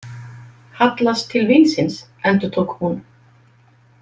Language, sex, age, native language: Icelandic, female, 50-59, Icelandic